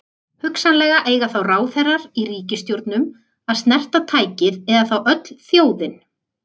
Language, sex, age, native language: Icelandic, female, 30-39, Icelandic